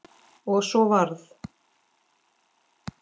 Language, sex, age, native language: Icelandic, female, 10, Icelandic